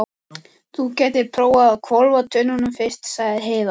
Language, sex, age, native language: Icelandic, female, 14, Icelandic